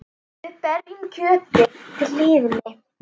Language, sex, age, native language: Icelandic, female, 10, Icelandic